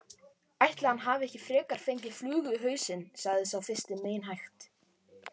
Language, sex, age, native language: Icelandic, male, 18-19, Icelandic